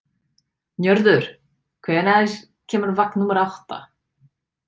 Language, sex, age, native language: Icelandic, female, 40-49, English